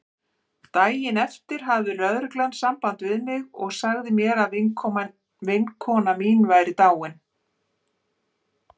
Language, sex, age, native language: Icelandic, female, 50-59, Icelandic